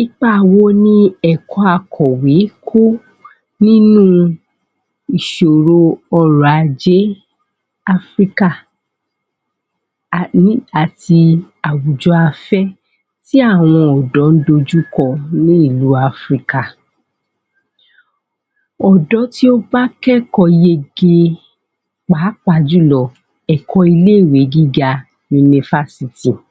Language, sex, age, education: Yoruba, female, 15-29, tertiary